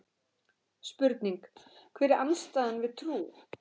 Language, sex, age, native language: Icelandic, female, 13, Icelandic